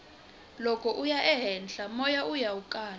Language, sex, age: Tsonga, female, 20